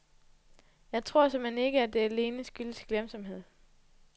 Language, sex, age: Danish, female, 20